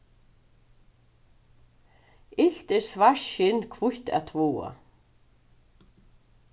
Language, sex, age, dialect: Faroese, female, 36-60, Suðurstreymoy